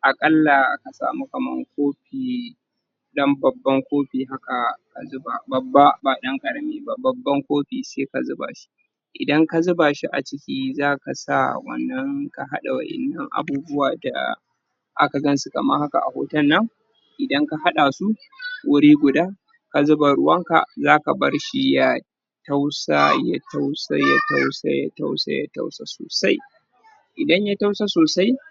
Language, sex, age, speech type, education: Hausa, male, 30-45, spontaneous, tertiary